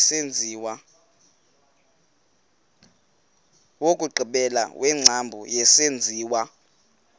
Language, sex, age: Xhosa, male, 18